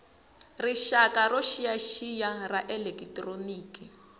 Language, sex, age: Tsonga, female, 20